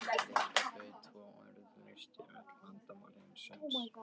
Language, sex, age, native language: Icelandic, male, 13, Icelandic